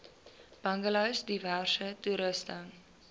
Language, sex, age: Afrikaans, female, 20